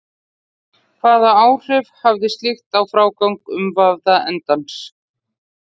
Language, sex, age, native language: Icelandic, female, 40-49, Icelandic